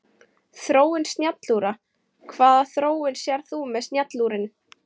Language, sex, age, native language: Icelandic, female, 18-19, Icelandic